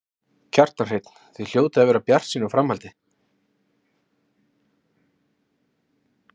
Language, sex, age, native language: Icelandic, male, 30-39, Icelandic